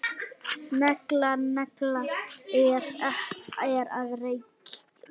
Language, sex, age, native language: Icelandic, female, 9, Icelandic